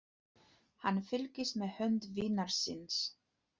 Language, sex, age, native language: Icelandic, female, 30-39, Polish